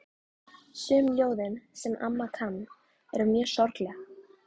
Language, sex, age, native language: Icelandic, female, 11, Icelandic